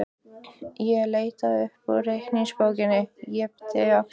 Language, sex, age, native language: Icelandic, female, 15, Icelandic